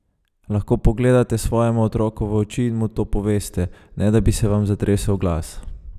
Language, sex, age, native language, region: Slovenian, male, 30-49, Slovenian, Savinja region